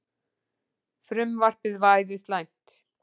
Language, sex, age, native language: Icelandic, female, 40-49, Icelandic